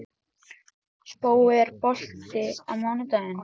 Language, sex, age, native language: Icelandic, male, 13, Icelandic